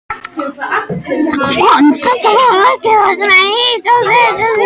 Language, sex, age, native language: Icelandic, other, 13, French